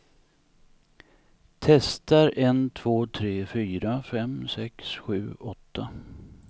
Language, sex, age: Swedish, male, 59